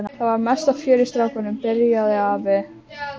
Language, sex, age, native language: Icelandic, other, 12, Icelandic